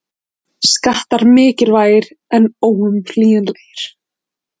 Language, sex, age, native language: Icelandic, female, 40-49, Icelandic